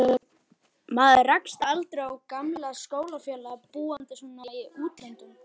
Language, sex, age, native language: Icelandic, male, 11, Icelandic